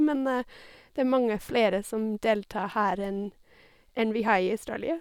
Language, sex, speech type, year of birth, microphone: Norwegian, female, spontaneous, 1985, Sennheiser